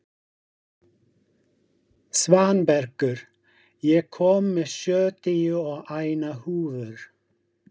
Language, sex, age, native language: Icelandic, male, 50-59, English